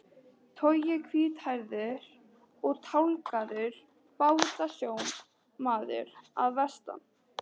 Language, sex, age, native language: Icelandic, female, 13, Icelandic